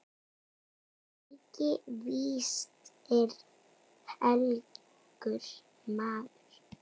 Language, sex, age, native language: Icelandic, female, 9, Icelandic